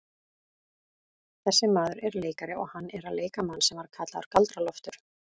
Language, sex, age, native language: Icelandic, female, 40-49, Icelandic